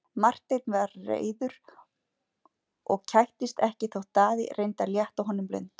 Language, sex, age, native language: Icelandic, female, 40-49, Icelandic